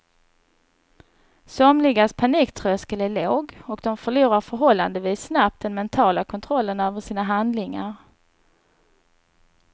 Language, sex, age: Swedish, female, 39